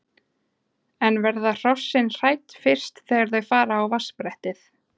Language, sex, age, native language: Icelandic, female, 20-29, Icelandic